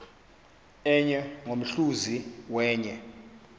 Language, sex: Xhosa, male